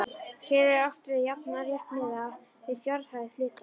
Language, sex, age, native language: Icelandic, female, 11, Icelandic